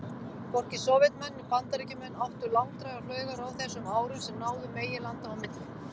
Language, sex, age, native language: Icelandic, female, 50-59, Icelandic